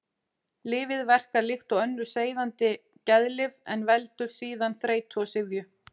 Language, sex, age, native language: Icelandic, female, 40-49, Icelandic